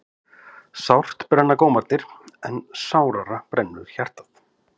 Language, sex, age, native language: Icelandic, male, 50-59, Icelandic